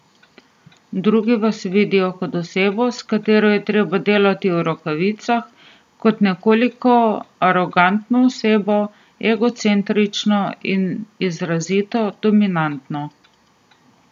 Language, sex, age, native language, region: Slovenian, female, 30-49, Slovenian, Southeast Slovenia